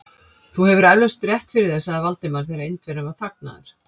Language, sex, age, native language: Icelandic, female, 50-59, Icelandic